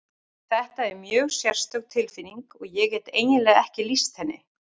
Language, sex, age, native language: Icelandic, female, 40-49, Icelandic